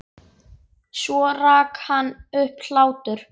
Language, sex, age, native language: Icelandic, male, 8, Icelandic